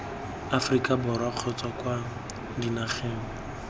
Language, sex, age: Tswana, male, 21